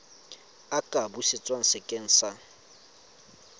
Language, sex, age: Tswana, male, 25